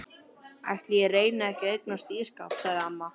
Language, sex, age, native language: Icelandic, female, 12, Icelandic